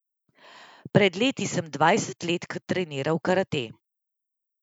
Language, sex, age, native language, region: Slovenian, female, 30-49, Slovenian, Central Slovenia